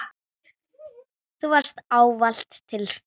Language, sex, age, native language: Icelandic, female, 9, Icelandic